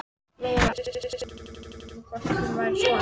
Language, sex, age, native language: Icelandic, female, 14, Icelandic